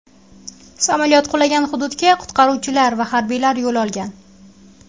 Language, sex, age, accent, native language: Uzbek, female, 19-29, Qashqadaryo, Uzbek